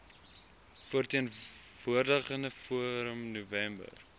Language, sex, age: Afrikaans, male, 19